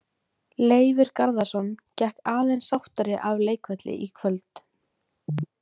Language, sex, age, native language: Icelandic, female, 18-19, Icelandic